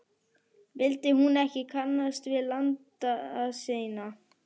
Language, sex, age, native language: Icelandic, female, 11, Icelandic